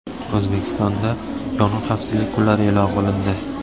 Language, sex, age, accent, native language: Uzbek, male, 18-24, Buxoro, Uzbek